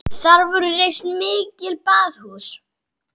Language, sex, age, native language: Icelandic, female, 10, Icelandic